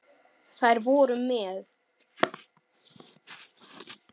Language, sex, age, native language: Icelandic, male, 6, Icelandic